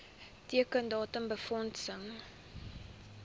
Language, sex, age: Afrikaans, female, 23